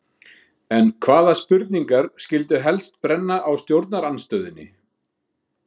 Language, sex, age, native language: Icelandic, male, 50-59, Icelandic